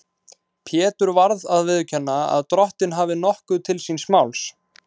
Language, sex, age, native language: Icelandic, male, 20-29, Icelandic